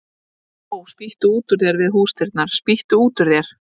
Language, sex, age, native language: Icelandic, female, 30-39, Icelandic